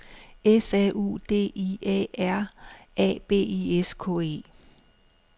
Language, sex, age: Danish, female, 56